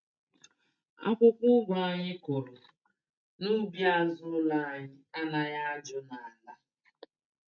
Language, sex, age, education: Igbo, female, 30-45, tertiary